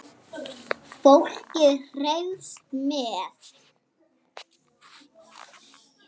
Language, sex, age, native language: Icelandic, female, 7, Icelandic